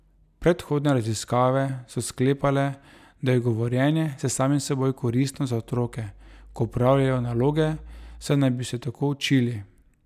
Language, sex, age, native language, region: Slovenian, male, 30-49, Slovenian, Drava region